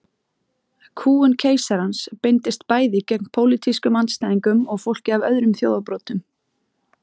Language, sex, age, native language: Icelandic, female, 30-39, Icelandic